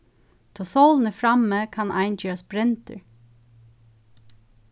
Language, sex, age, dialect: Faroese, female, 36-60, Suðurstreymoy